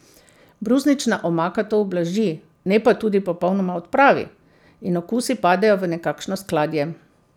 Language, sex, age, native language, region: Slovenian, female, 50-59, Slovenian, Central Slovenia